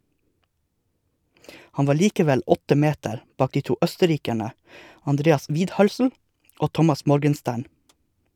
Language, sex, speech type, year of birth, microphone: Norwegian, male, read, 1982, Shure